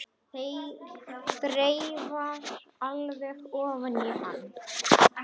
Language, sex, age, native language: Icelandic, male, 10, Icelandic